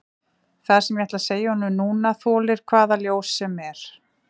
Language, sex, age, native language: Icelandic, female, 40-49, Icelandic